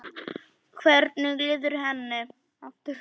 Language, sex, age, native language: Icelandic, female, 10, Polish